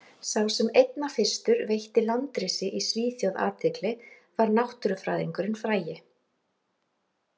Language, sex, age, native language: Icelandic, female, 40-49, Icelandic